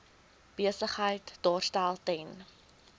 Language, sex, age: Afrikaans, female, 19